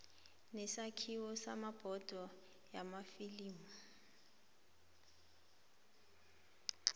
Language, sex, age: South Ndebele, female, 23